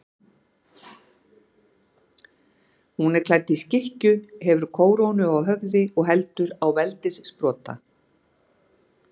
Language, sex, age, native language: Icelandic, female, 60-69, Icelandic